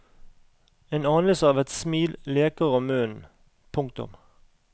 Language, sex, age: Norwegian, male, 38